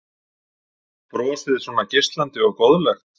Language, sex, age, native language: Icelandic, male, 40-49, Icelandic